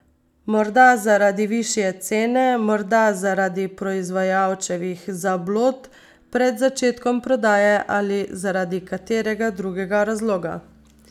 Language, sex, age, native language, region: Slovenian, female, 30-49, Slovenian, Savinja region